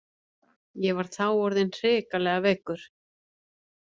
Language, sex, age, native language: Icelandic, female, 50-59, Icelandic